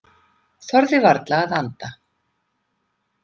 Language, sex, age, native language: Icelandic, female, 50-59, Icelandic